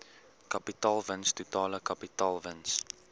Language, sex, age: Afrikaans, male, 18